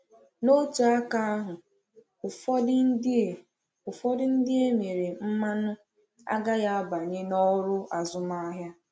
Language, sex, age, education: Igbo, female, 15-29, tertiary